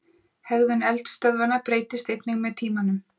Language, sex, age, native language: Icelandic, female, 40-49, Icelandic